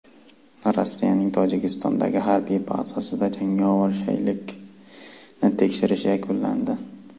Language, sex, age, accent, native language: Uzbek, male, 18-24, Farg'ona, Uzbek